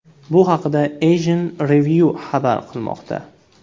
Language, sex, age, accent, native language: Uzbek, male, 18-24, Farg'ona, Uzbek